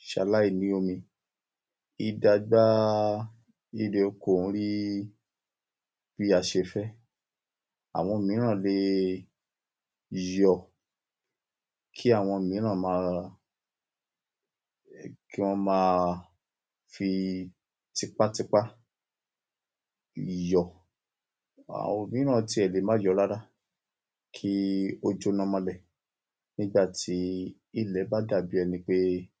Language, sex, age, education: Yoruba, male, 60+, tertiary